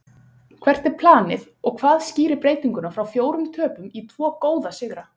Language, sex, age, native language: Icelandic, female, 20-29, Icelandic